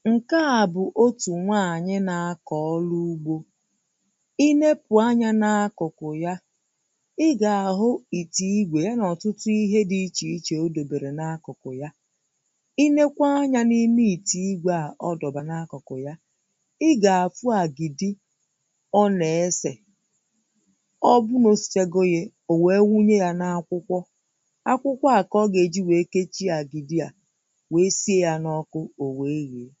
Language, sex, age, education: Igbo, female, 30-45, primary